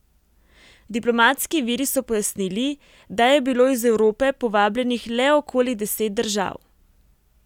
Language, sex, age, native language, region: Slovenian, female, 18-29, Slovenian, Primorsko-notranjska region